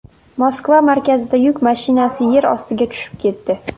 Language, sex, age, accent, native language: Uzbek, female, under 19, Navoiy, Uzbek